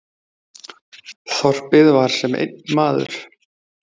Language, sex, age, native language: Icelandic, male, 20-29, Icelandic